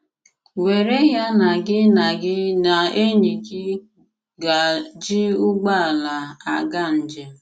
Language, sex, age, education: Igbo, female, 15-29, tertiary